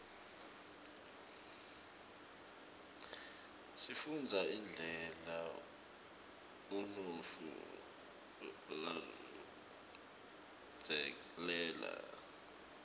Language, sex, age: Swati, male, 25